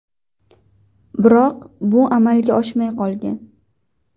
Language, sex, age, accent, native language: Uzbek, female, 19-29, Qashqadaryo, Uzbek